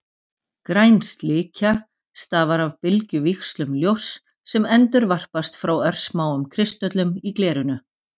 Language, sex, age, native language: Icelandic, female, 40-49, Icelandic